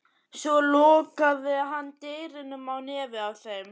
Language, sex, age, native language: Icelandic, male, 11, Icelandic